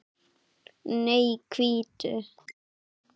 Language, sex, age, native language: Icelandic, female, 8, Icelandic